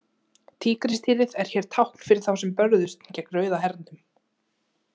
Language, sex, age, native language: Icelandic, female, 20-29, Icelandic